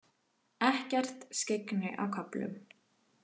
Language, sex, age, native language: Icelandic, female, 18-19, Icelandic